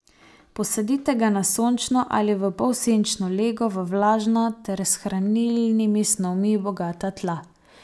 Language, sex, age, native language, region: Slovenian, female, 18-29, Slovenian, Savinja region